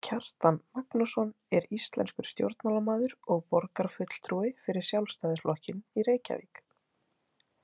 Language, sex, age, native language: Icelandic, female, 20-29, Icelandic